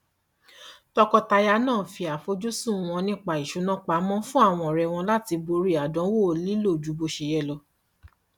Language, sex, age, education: Yoruba, female, 30-45, tertiary